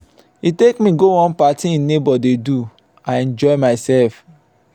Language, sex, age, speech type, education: Nigerian Pidgin, male, 30-45, spontaneous, tertiary